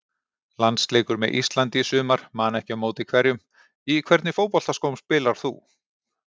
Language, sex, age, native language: Icelandic, male, 40-49, Icelandic